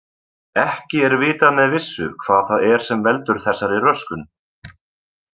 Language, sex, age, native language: Icelandic, male, 20-29, Icelandic